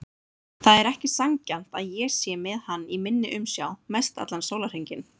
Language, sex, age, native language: Icelandic, female, 30-39, Icelandic